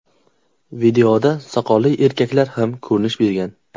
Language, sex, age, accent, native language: Uzbek, male, 18-24, Qashqadaryo, Uzbek